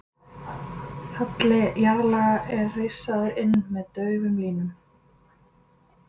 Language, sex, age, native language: Icelandic, female, 20-29, Icelandic